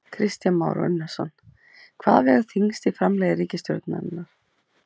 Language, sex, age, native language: Icelandic, female, 30-39, Icelandic